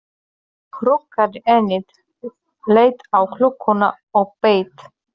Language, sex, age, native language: Icelandic, female, 30-39, Polish